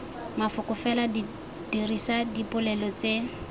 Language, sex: Tswana, female